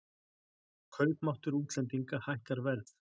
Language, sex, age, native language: Icelandic, male, 60-69, Icelandic